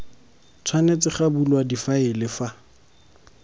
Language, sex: Tswana, male